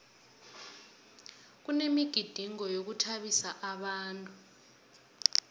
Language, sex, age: South Ndebele, female, 22